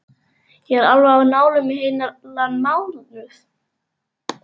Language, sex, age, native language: Icelandic, male, 11, Icelandic